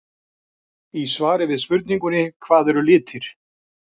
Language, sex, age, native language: Icelandic, male, 60-69, Icelandic